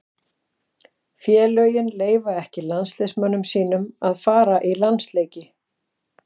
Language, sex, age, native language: Icelandic, female, 40-49, Icelandic